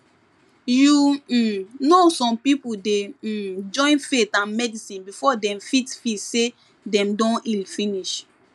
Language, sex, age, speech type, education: Nigerian Pidgin, female, 15-29, spontaneous, tertiary